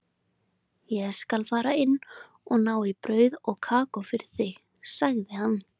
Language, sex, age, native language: Icelandic, female, 20-29, Icelandic